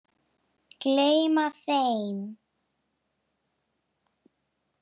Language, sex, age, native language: Icelandic, female, 7, Icelandic